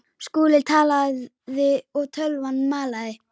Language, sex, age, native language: Icelandic, female, 10, Icelandic